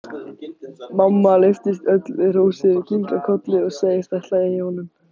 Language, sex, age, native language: Icelandic, male, 18-19, Icelandic